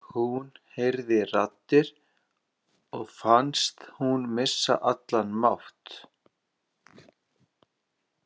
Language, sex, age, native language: Icelandic, male, 30-39, Icelandic